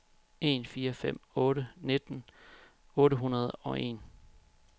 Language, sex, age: Danish, male, 31